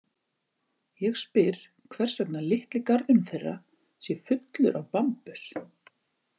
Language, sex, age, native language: Icelandic, female, 40-49, Icelandic